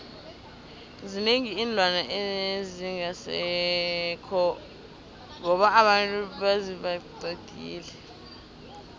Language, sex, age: South Ndebele, female, 19